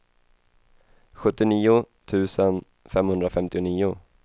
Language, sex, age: Swedish, male, 28